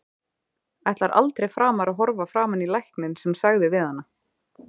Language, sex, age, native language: Icelandic, female, 30-39, Icelandic